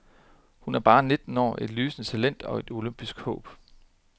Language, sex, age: Danish, male, 30